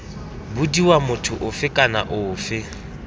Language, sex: Tswana, male